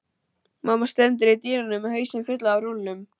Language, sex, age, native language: Icelandic, male, 12, Icelandic